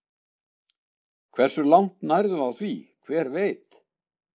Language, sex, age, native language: Icelandic, male, 60-69, Icelandic